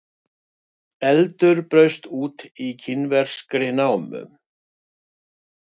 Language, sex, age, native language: Icelandic, male, 60-69, Icelandic